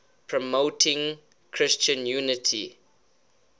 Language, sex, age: English, male, 21